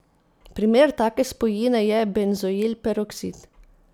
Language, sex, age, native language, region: Slovenian, female, 30-49, Slovenian, Posavska region